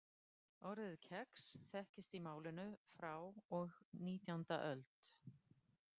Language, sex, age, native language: Icelandic, female, 50-59, Icelandic